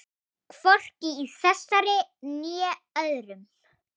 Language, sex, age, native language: Icelandic, female, 8, Icelandic